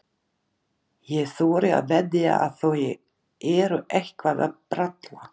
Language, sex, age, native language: Icelandic, other, 11, Icelandic